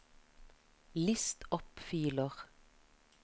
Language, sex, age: Norwegian, female, 33